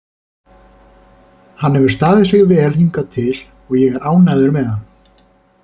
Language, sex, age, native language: Icelandic, male, 30-39, Icelandic